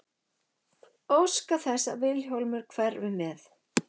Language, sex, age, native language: Icelandic, female, 11, Icelandic